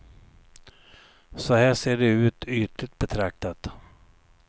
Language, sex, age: Swedish, male, 59